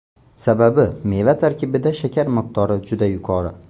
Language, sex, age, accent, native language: Uzbek, male, under 19, Xorazm, Uzbek